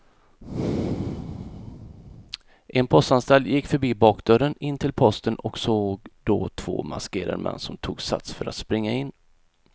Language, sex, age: Swedish, male, 31